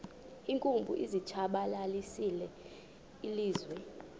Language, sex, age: Xhosa, female, 26